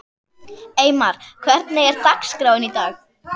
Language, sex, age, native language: Icelandic, female, 11, Icelandic